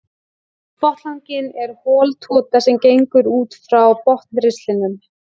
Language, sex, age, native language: Icelandic, female, 18-19, Icelandic